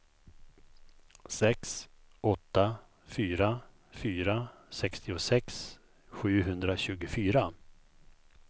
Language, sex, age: Swedish, male, 51